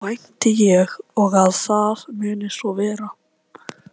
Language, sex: Icelandic, male